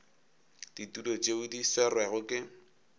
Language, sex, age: Northern Sotho, male, 22